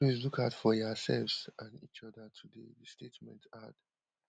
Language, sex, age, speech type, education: Nigerian Pidgin, male, 15-29, spontaneous, tertiary